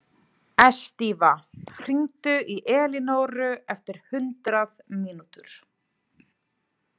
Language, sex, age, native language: Icelandic, female, 30-39, Icelandic